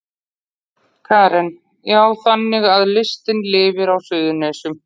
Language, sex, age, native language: Icelandic, female, 40-49, Icelandic